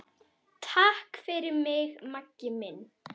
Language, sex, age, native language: Icelandic, female, 10, Icelandic